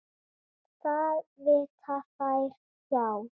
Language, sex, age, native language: Icelandic, female, 7, Icelandic